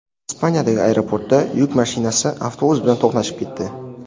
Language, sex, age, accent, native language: Uzbek, male, 18-24, Sirdaryo, Uzbek